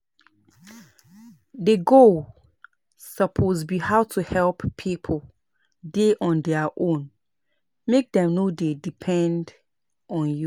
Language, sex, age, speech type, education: Nigerian Pidgin, female, 30-45, spontaneous, tertiary